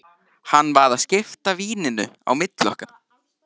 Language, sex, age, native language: Icelandic, male, 13, Icelandic